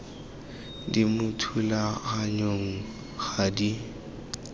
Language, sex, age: Tswana, male, 19